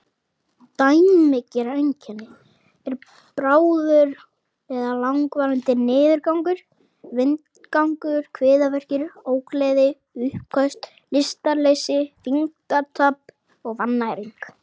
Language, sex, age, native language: Icelandic, female, 30-39, Icelandic